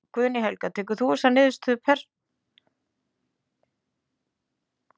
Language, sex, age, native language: Icelandic, female, 50-59, Icelandic